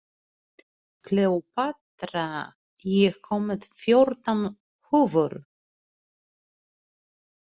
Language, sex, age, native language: Icelandic, female, 30-39, Polish